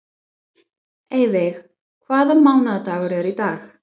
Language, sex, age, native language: Icelandic, female, 20-29, English